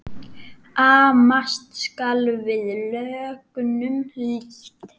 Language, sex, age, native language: Icelandic, male, 8, Icelandic